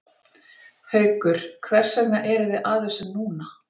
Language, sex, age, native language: Icelandic, female, 40-49, Icelandic